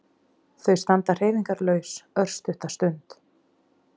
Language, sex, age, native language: Icelandic, female, 30-39, Icelandic